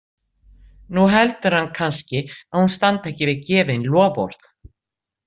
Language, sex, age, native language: Icelandic, female, 60-69, Icelandic